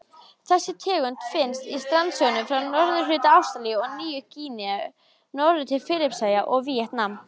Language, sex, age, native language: Icelandic, female, 20-29, Icelandic